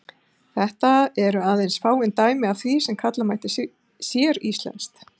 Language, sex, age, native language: Icelandic, female, 50-59, Icelandic